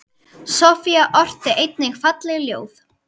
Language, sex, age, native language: Icelandic, female, 10, Icelandic